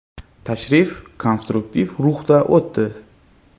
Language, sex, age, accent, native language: Uzbek, male, 25-34, Xorazm, Uzbek